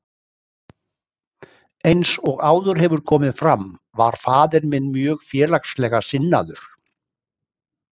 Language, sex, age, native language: Icelandic, male, 60-69, Icelandic